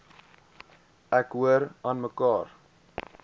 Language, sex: Afrikaans, male